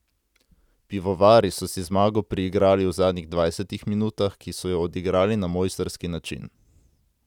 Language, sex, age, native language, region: Slovenian, male, 18-29, Slovenian, Central Slovenia